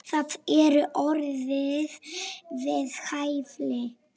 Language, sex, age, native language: Icelandic, female, 7, Polish